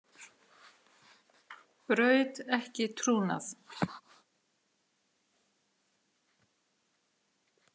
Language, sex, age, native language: Icelandic, female, 40-49, Icelandic